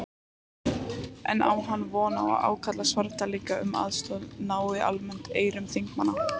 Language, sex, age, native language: Icelandic, female, 18-19, Icelandic